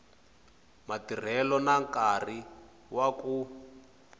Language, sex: Tsonga, male